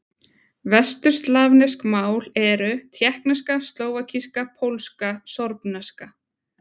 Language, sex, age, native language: Icelandic, female, 20-29, Icelandic